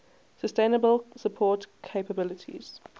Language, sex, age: English, female, 18